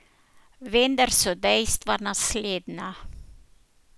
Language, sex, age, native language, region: Slovenian, female, 60+, Slovenian, Posavska region